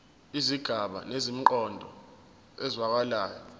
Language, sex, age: Zulu, male, 24